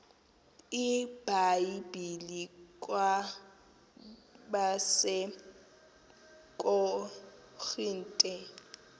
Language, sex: Xhosa, female